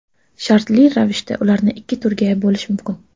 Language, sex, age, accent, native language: Uzbek, female, 12-17, Toshkent shahri, Uzbek